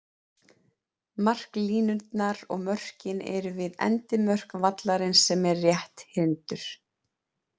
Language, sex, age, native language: Icelandic, female, 30-39, Icelandic